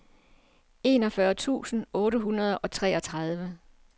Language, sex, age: Danish, female, 47